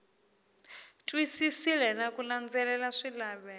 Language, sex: Tsonga, female